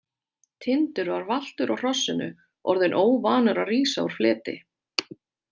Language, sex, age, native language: Icelandic, female, 30-39, Icelandic